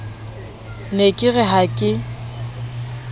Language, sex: Southern Sotho, female